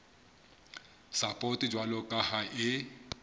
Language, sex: Southern Sotho, male